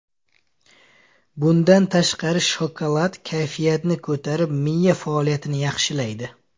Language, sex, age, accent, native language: Uzbek, male, 25-34, Samarqand, Uzbek